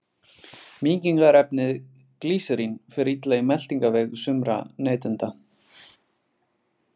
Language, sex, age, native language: Icelandic, male, 20-29, Icelandic